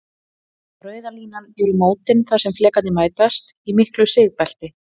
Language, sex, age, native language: Icelandic, female, 40-49, Icelandic